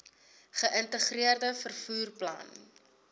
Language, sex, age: Afrikaans, female, 22